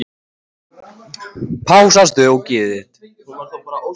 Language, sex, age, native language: Icelandic, male, 14, Icelandic